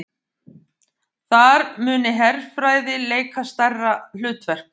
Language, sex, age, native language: Icelandic, female, 50-59, Icelandic